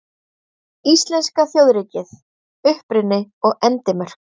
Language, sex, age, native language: Icelandic, female, 30-39, Icelandic